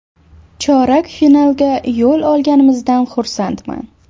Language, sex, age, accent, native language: Uzbek, female, 18-24, Toshkent shahri, Uzbek